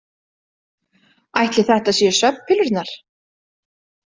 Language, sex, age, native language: Icelandic, female, 30-39, Icelandic